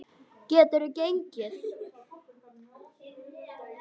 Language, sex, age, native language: Icelandic, female, 9, Icelandic